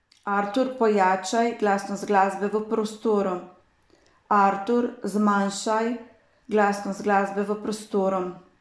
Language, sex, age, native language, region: Slovenian, female, 50-59, Slovenian, Savinja region